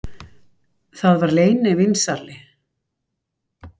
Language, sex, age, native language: Icelandic, female, 60-69, Icelandic